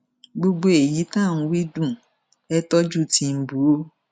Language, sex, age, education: Yoruba, female, 46-60, tertiary